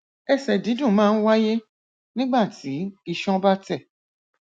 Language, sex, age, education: Yoruba, female, 46-60, tertiary